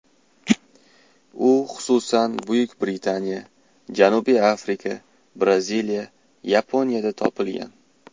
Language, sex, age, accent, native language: Uzbek, male, 19-29, Toshkent shahri, Uzbek